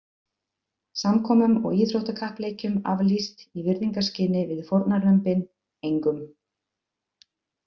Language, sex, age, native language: Icelandic, female, 50-59, Icelandic